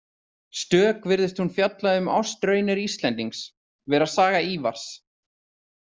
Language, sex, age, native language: Icelandic, male, 30-39, Icelandic